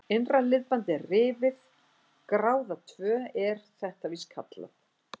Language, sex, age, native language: Icelandic, female, 60-69, Icelandic